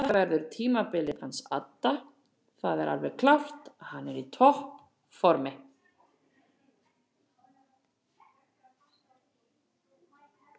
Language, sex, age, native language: Icelandic, female, 40-49, Icelandic